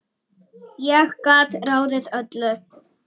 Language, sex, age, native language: Icelandic, male, 6, Icelandic